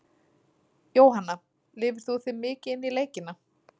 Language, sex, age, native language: Icelandic, female, 30-39, Icelandic